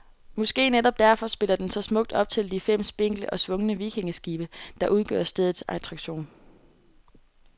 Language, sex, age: Danish, female, 18